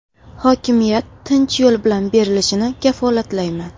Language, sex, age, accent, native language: Uzbek, female, 18-24, Andijon, Uzbek